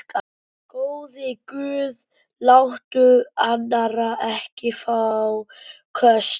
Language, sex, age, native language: Icelandic, male, 12, Icelandic